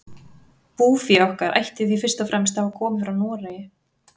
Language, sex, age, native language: Icelandic, female, 30-39, Icelandic